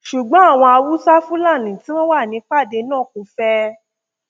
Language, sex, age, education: Yoruba, female, 15-29, tertiary